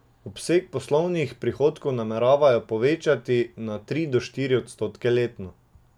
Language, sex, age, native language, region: Slovenian, male, 18-29, Slovenian, Drava region